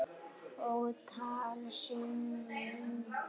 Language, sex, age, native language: Icelandic, female, 8, Icelandic